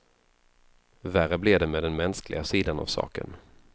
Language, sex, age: Swedish, male, 33